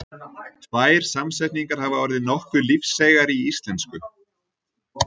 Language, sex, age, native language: Icelandic, male, 30-39, Icelandic